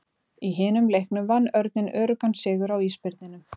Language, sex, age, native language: Icelandic, female, 30-39, Icelandic